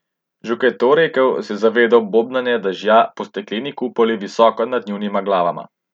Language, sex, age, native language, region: Slovenian, male, 18-29, Slovenian, Central Slovenia